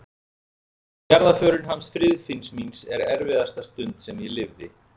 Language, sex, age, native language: Icelandic, male, 40-49, Icelandic